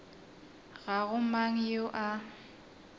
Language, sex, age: Northern Sotho, female, 22